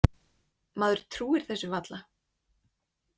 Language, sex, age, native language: Icelandic, female, 20-29, Icelandic